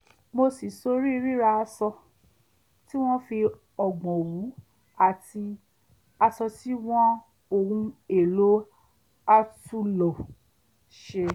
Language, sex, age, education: Yoruba, female, 30-45, tertiary